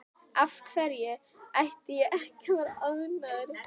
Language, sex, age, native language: Icelandic, female, 11, Icelandic